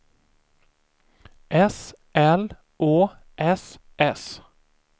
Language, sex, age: Swedish, male, 24